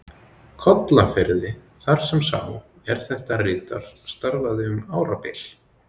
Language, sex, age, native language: Icelandic, male, 20-29, Icelandic